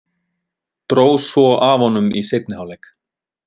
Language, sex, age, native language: Icelandic, male, 30-39, Icelandic